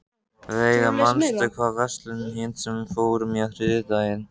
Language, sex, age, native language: Icelandic, male, 13, Icelandic